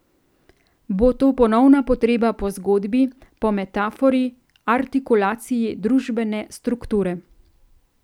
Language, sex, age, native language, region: Slovenian, female, 30-49, Slovenian, Central Slovenia